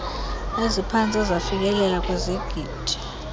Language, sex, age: Xhosa, female, 22